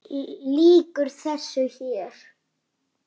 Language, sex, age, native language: Icelandic, male, 6, Icelandic